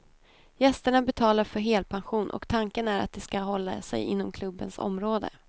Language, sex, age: Swedish, female, 28